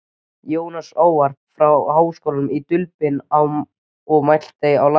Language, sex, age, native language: Icelandic, male, 13, Icelandic